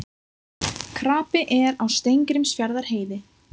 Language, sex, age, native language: Icelandic, female, 20-29, Icelandic